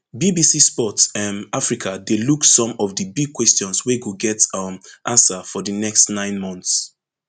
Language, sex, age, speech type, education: Nigerian Pidgin, male, 15-29, spontaneous, tertiary